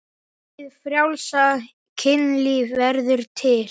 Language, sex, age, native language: Icelandic, male, 10, Icelandic